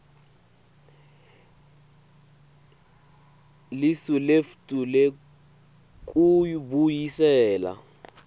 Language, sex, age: Swati, male, 18